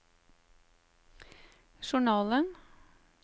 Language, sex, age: Norwegian, female, 35